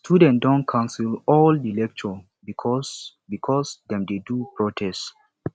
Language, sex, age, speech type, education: Nigerian Pidgin, male, 15-29, spontaneous, tertiary